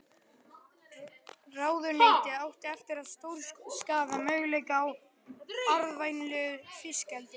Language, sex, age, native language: Icelandic, male, 11, Icelandic